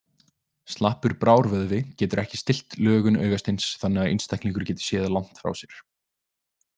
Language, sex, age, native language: Icelandic, male, 20-29, Icelandic